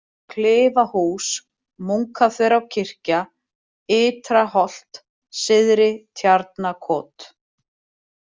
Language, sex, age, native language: Icelandic, female, 40-49, Icelandic